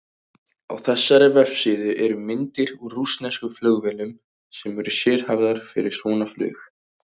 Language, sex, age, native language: Icelandic, male, 18-19, Icelandic